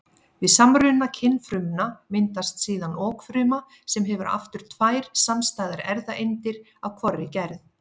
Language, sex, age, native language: Icelandic, female, 50-59, Icelandic